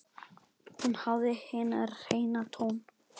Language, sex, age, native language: Icelandic, male, 8, Icelandic